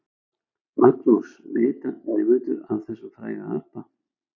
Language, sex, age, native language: Icelandic, male, 60-69, Icelandic